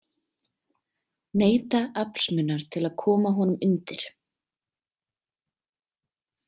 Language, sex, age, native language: Icelandic, female, 20-29, Icelandic